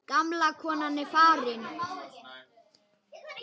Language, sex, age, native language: Icelandic, male, 8, Icelandic